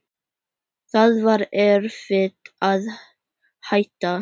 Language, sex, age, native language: Icelandic, female, 10, Icelandic